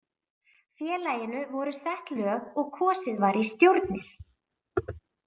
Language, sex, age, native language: Icelandic, female, 40-49, Icelandic